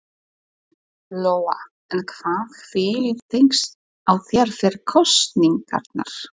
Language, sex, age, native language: Icelandic, female, 40-49, Polish